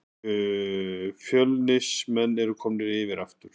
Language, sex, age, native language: Icelandic, male, 50-59, Icelandic